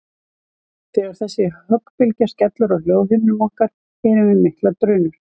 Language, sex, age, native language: Icelandic, female, 50-59, Icelandic